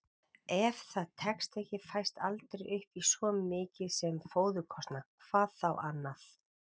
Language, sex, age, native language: Icelandic, female, 40-49, Icelandic